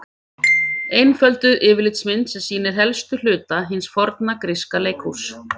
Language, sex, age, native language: Icelandic, female, 50-59, Icelandic